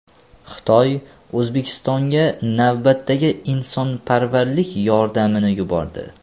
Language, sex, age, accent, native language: Uzbek, male, 18-24, Farg'ona, Uzbek